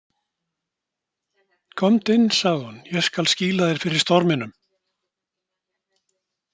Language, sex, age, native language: Icelandic, male, 60-69, Icelandic